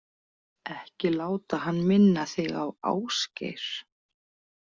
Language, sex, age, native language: Icelandic, female, 40-49, Icelandic